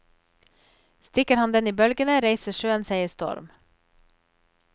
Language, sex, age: Norwegian, female, 34